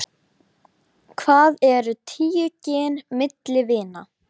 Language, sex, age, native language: Icelandic, female, 11, Icelandic